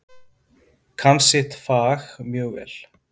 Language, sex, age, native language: Icelandic, male, 50-59, Icelandic